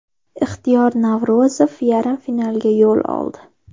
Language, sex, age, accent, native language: Uzbek, female, 12-17, Andijon, Uzbek